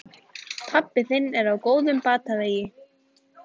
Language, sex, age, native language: Icelandic, female, 14, Icelandic